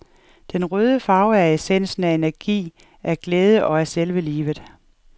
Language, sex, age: Danish, female, 47